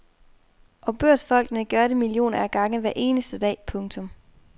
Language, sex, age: Danish, female, 24